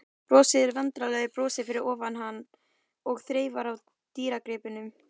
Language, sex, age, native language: Icelandic, female, 12, Icelandic